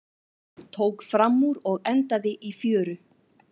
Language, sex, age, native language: Icelandic, female, 40-49, Icelandic